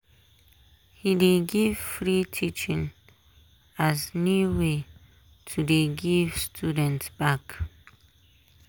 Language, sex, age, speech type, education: Nigerian Pidgin, female, 15-29, spontaneous, tertiary